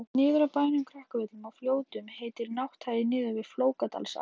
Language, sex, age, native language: Icelandic, female, 18-19, Icelandic